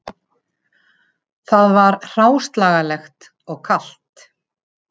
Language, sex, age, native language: Icelandic, female, 50-59, Icelandic